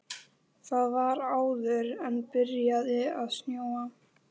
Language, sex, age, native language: Icelandic, female, 11, Icelandic